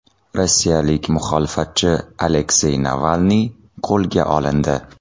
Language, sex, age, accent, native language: Uzbek, male, 30-39, Toshkent shahri, Uzbek